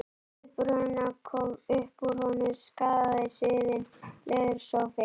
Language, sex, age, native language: Icelandic, female, 11, Icelandic